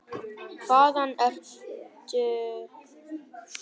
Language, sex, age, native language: Icelandic, male, 10, Vietnamese